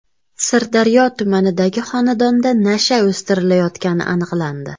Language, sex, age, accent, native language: Uzbek, female, 25-34, Farg'ona, Uzbek